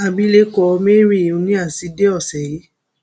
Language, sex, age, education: Yoruba, female, 15-29, tertiary